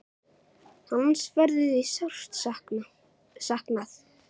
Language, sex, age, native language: Icelandic, male, 9, Icelandic